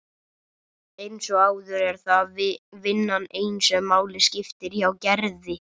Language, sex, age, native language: Icelandic, male, 18-19, Icelandic